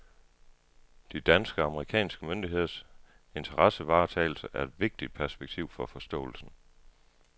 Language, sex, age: Danish, male, 33